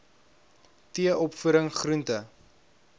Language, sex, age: Afrikaans, male, 21